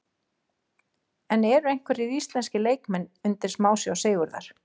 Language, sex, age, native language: Icelandic, female, 40-49, Icelandic